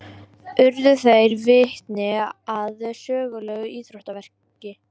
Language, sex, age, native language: Icelandic, female, 18-19, Icelandic